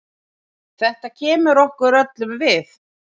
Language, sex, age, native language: Icelandic, female, 30-39, Icelandic